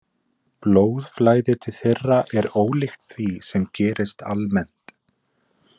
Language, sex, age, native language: Icelandic, male, 20-29, Icelandic